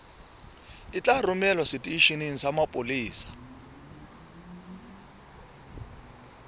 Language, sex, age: Southern Sotho, male, 24